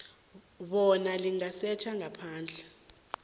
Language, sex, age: South Ndebele, female, 21